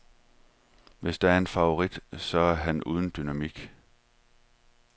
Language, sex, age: Danish, male, 31